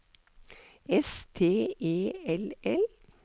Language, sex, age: Norwegian, female, 63